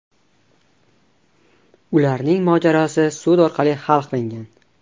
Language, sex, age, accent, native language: Uzbek, male, 12-17, Surxondaryo, Tajik